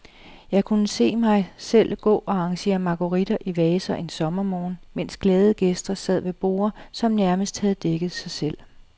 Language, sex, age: Danish, female, 37